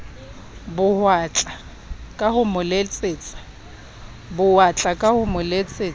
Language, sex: Southern Sotho, female